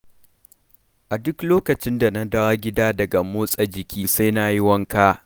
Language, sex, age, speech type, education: Hausa, male, 15-29, read, primary